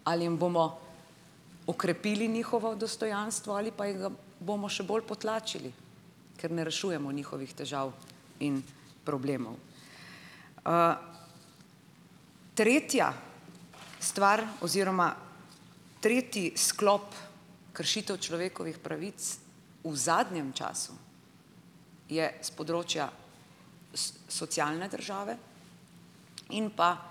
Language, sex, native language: Slovenian, female, Slovenian